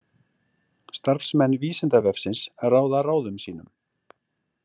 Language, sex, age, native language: Icelandic, male, 40-49, Icelandic